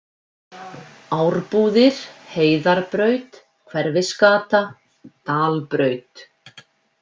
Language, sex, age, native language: Icelandic, female, 50-59, Icelandic